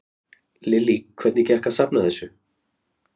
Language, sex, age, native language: Icelandic, male, 30-39, Icelandic